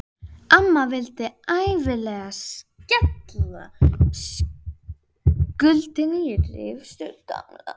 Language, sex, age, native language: Icelandic, female, 11, Icelandic